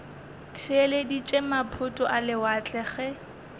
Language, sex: Northern Sotho, female